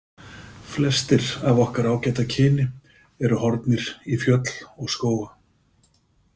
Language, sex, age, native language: Icelandic, male, 50-59, Icelandic